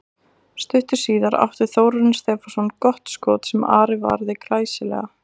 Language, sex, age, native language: Icelandic, female, 20-29, Icelandic